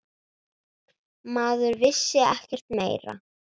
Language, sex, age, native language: Icelandic, female, 9, Icelandic